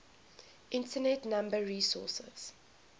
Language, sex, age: English, female, 21